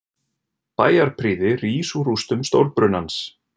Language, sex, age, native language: Icelandic, male, 30-39, Icelandic